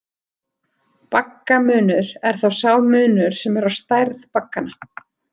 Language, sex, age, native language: Icelandic, female, 30-39, Icelandic